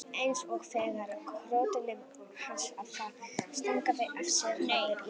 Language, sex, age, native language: Icelandic, male, 18-19, Icelandic